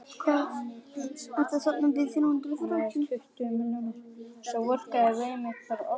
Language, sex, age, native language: Icelandic, male, 9, Icelandic